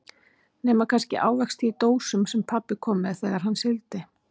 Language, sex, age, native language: Icelandic, female, 40-49, Icelandic